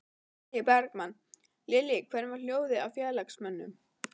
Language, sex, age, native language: Icelandic, female, 12, Icelandic